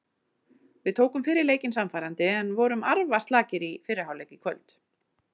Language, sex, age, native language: Icelandic, female, 40-49, Icelandic